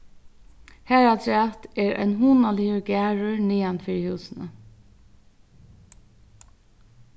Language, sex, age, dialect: Faroese, female, 36-60, Norðurstreymoy/Eysturoy